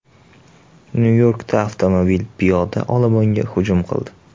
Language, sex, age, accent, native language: Uzbek, male, 18-24, Toshkent shahri, Uzbek